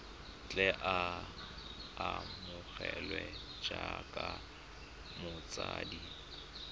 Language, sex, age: Tswana, male, 25